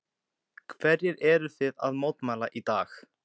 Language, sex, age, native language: Icelandic, male, 14, Icelandic